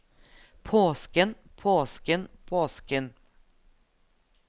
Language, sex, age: Norwegian, female, 42